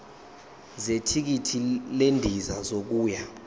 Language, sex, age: Zulu, male, 21